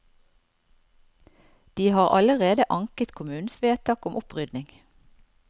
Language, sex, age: Norwegian, female, 54